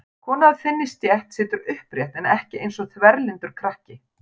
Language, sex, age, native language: Icelandic, female, 40-49, Icelandic